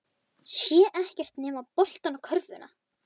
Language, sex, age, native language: Icelandic, male, 11, Icelandic